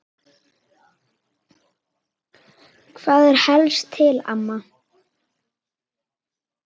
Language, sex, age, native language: Icelandic, female, 8, Icelandic